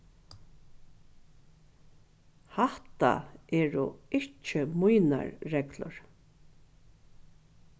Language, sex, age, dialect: Faroese, female, 61+, Norðuroyggjar